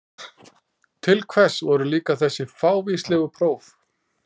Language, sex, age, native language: Icelandic, male, 12, Icelandic